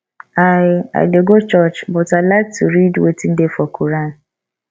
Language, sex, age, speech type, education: Nigerian Pidgin, female, 15-29, spontaneous, tertiary